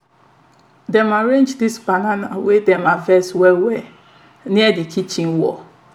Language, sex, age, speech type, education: Nigerian Pidgin, female, 30-45, spontaneous, tertiary